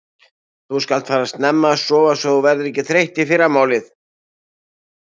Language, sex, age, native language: Icelandic, male, 60-69, Icelandic